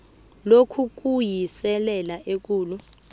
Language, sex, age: South Ndebele, female, 22